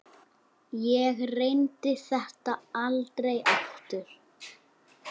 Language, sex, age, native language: Icelandic, male, 8, Icelandic